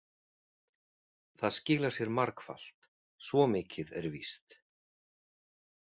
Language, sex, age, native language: Icelandic, male, 40-49, Icelandic